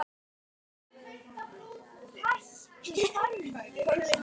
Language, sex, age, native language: Icelandic, female, 10, Icelandic